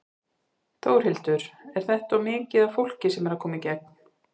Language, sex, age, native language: Icelandic, female, 50-59, Icelandic